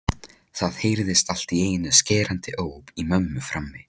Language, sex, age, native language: Icelandic, male, 13, Polish